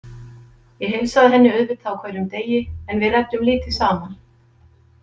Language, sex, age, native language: Icelandic, female, 50-59, Icelandic